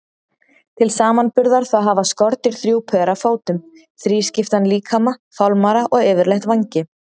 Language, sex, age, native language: Icelandic, female, 30-39, Icelandic